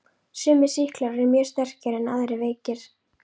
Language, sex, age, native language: Icelandic, female, 11, Icelandic